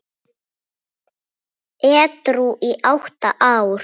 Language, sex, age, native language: Icelandic, female, 7, Icelandic